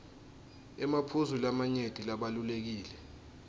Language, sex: Swati, male